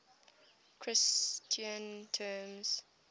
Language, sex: English, female